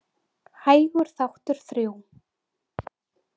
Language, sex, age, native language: Icelandic, female, 20-29, Icelandic